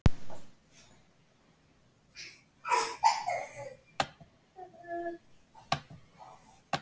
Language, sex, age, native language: Icelandic, female, 50-59, Icelandic